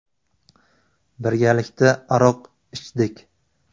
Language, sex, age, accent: Uzbek, male, 18-24, Surxondaryo